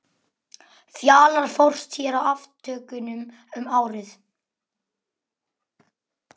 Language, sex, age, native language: Icelandic, male, 11, Icelandic